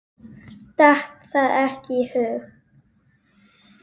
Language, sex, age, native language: Icelandic, female, 8, Icelandic